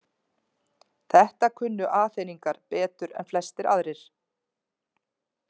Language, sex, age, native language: Icelandic, female, 40-49, Icelandic